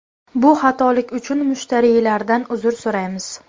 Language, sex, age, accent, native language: Uzbek, female, 19-29, Namangan, Uzbek